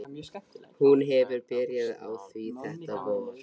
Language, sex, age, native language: Icelandic, male, 13, Icelandic